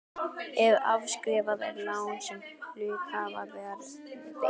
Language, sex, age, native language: Icelandic, male, 12, Icelandic